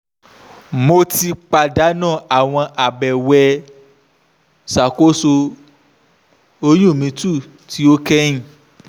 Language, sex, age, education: Yoruba, male, 15-29, tertiary